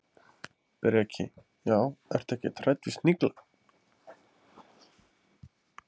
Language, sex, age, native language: Icelandic, male, 20-29, Icelandic